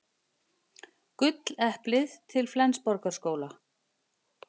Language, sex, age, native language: Icelandic, female, 50-59, Icelandic